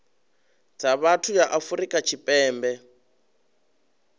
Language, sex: Venda, male